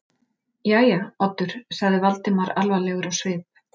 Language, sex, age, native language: Icelandic, female, 40-49, Icelandic